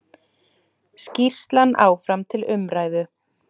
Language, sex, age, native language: Icelandic, male, 30-39, Icelandic